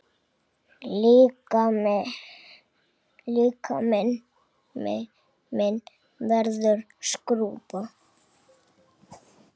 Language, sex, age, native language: Icelandic, male, 6, Icelandic